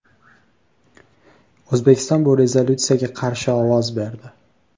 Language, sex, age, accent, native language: Uzbek, male, 18-24, Toshkent shahri, Uzbek